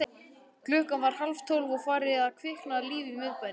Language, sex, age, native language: Icelandic, male, 11, Icelandic